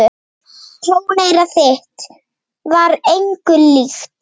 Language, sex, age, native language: Icelandic, male, 8, Icelandic